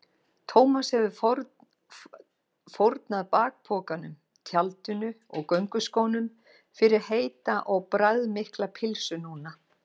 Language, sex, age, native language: Icelandic, female, 50-59, Icelandic